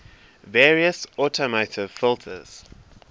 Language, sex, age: English, male, 23